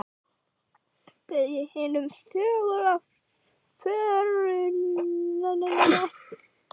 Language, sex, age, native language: Icelandic, female, 12, Icelandic